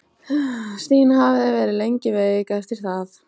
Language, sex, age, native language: Icelandic, female, 14, Icelandic